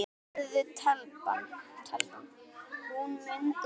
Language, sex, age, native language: Icelandic, female, 10, Icelandic